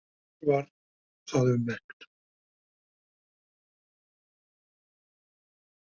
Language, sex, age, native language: Icelandic, male, 60-69, Icelandic